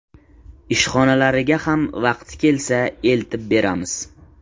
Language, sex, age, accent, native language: Uzbek, male, 18-24, Qashqadaryo, Uzbek